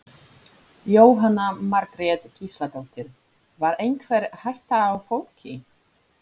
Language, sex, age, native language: Icelandic, female, 30-39, Polish